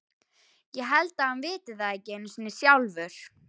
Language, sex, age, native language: Icelandic, female, 11, Icelandic